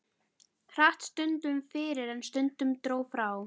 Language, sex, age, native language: Icelandic, female, 12, Icelandic